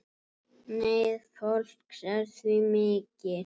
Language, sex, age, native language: Icelandic, female, 7, Icelandic